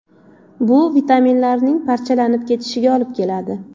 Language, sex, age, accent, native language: Uzbek, female, 25-34, Andijon, Uzbek